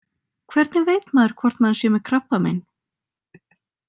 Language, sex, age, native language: Icelandic, female, 20-29, Icelandic